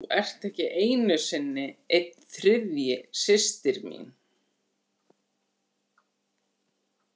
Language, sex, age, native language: Icelandic, female, 50-59, Icelandic